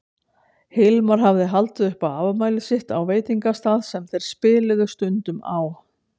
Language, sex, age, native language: Icelandic, female, 60-69, Icelandic